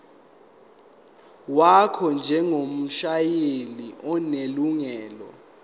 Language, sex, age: Zulu, male, 19